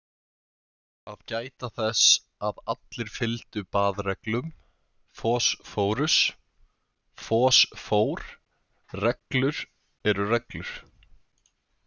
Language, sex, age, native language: Icelandic, male, 20-29, Icelandic